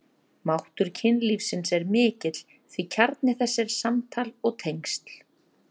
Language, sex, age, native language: Icelandic, female, 30-39, Icelandic